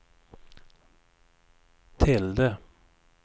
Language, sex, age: Swedish, male, 59